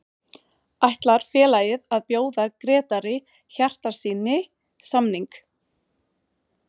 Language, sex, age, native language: Icelandic, female, 40-49, Swedish